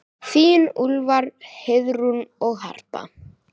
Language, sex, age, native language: Icelandic, male, 9, Icelandic